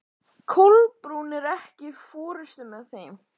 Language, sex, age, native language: Icelandic, male, 11, Icelandic